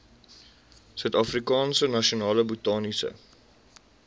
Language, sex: Afrikaans, male